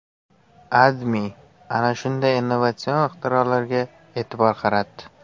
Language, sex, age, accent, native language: Uzbek, male, 18-24, Surxondaryo, Uzbek